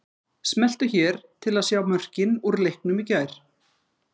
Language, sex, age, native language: Icelandic, female, 50-59, Icelandic